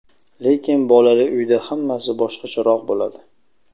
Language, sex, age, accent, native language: Uzbek, male, 25-34, Sirdaryo, Uzbek